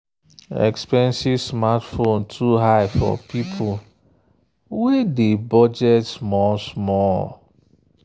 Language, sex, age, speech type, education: Nigerian Pidgin, male, 30-45, spontaneous, tertiary